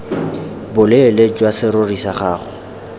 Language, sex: Tswana, male